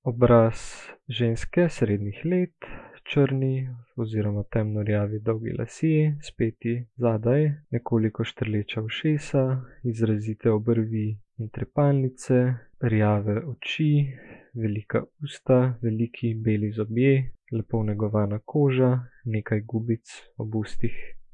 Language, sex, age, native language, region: Slovenian, male, 18-29, Slovenian, Gorica region